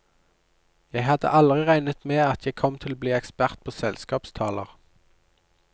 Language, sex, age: Norwegian, male, 29